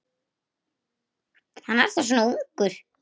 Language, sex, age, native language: Icelandic, female, 8, Icelandic